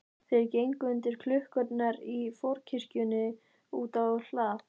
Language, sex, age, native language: Icelandic, female, 14, Icelandic